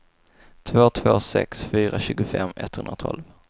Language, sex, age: Swedish, male, 22